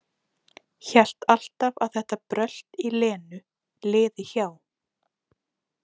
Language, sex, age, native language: Icelandic, female, 20-29, Icelandic